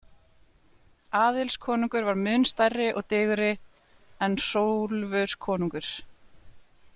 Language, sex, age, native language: Icelandic, female, 20-29, Icelandic